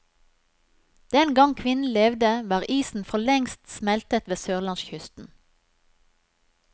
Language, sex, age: Norwegian, female, 43